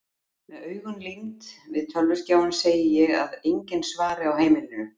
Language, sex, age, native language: Icelandic, female, 50-59, Icelandic